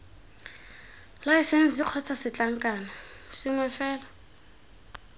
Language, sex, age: Tswana, female, 18